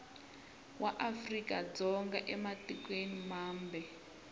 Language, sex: Tsonga, male